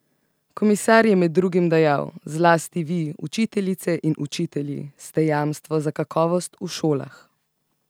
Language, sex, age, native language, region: Slovenian, female, 18-29, Slovenian, Central Slovenia